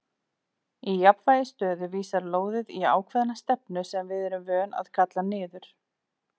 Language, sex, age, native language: Icelandic, female, 40-49, Icelandic